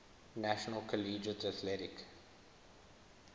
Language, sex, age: English, male, 21